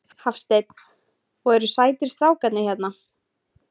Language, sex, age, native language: Icelandic, female, 20-29, Icelandic